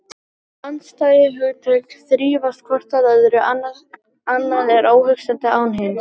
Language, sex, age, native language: Icelandic, female, 18-19, Icelandic